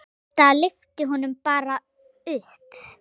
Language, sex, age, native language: Icelandic, female, 8, Icelandic